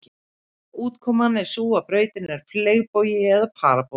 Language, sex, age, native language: Icelandic, female, 30-39, Icelandic